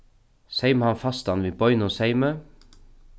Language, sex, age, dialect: Faroese, male, 36-60, Norðuroyggjar